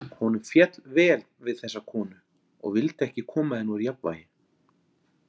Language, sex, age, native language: Icelandic, male, 40-49, Icelandic